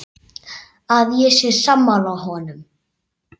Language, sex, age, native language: Icelandic, male, 8, Icelandic